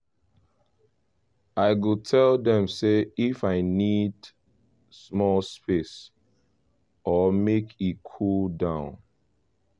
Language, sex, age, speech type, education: Nigerian Pidgin, male, 15-29, spontaneous, tertiary